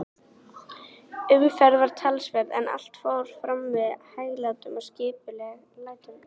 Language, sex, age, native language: Icelandic, female, 18-19, Icelandic